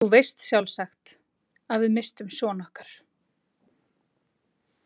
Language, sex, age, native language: Icelandic, female, 40-49, Icelandic